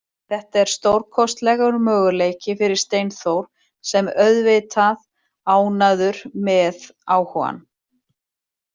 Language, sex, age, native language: Icelandic, female, 40-49, Icelandic